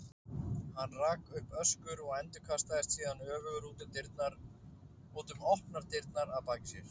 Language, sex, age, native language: Icelandic, male, 30-39, Icelandic